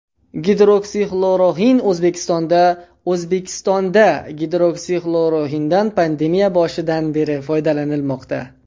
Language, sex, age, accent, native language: Uzbek, male, under 19, Andijon, Uzbek